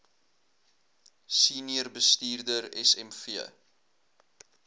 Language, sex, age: Afrikaans, male, 21